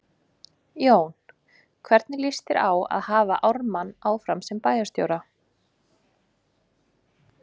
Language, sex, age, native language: Icelandic, female, 20-29, Icelandic